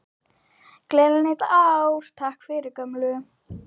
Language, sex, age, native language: Icelandic, female, 12, Icelandic